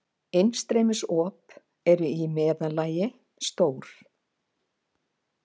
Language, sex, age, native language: Icelandic, female, 50-59, Icelandic